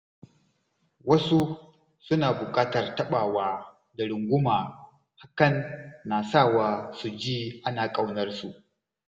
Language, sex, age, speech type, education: Hausa, male, 30-45, spontaneous, tertiary